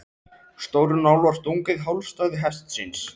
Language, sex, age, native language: Icelandic, male, 13, Icelandic